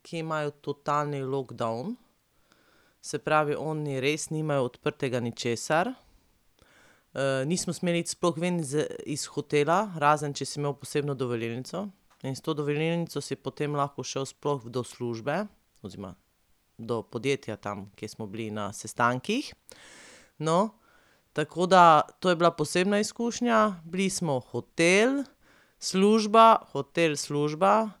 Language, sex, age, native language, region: Slovenian, female, 30-49, Slovenian, Pomurje region